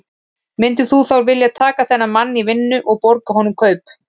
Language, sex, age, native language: Icelandic, female, 40-49, Icelandic